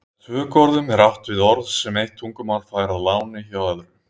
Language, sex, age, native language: Icelandic, male, 30-39, Icelandic